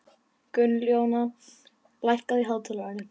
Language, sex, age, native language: Icelandic, male, 11, Icelandic